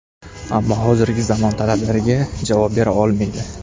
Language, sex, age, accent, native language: Uzbek, male, under 19, Toshkent shahri, Uzbek